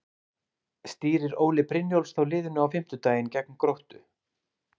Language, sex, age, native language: Icelandic, male, 30-39, Icelandic